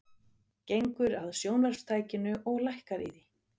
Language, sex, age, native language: Icelandic, female, 50-59, Icelandic